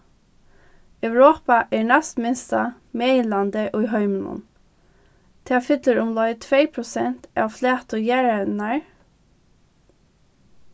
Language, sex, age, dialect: Faroese, female, 15-35, Norðurstreymoy/Eysturoy